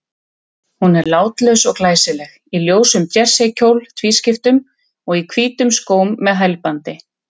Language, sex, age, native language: Icelandic, female, 30-39, Icelandic